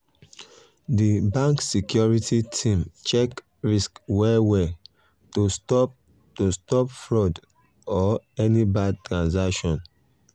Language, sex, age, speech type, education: Nigerian Pidgin, male, 30-45, spontaneous, secondary